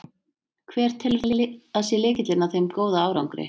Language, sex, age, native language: Icelandic, female, 30-39, Icelandic